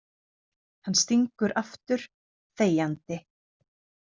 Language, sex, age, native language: Icelandic, female, 30-39, Icelandic